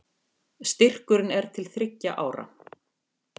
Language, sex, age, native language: Icelandic, female, 50-59, Icelandic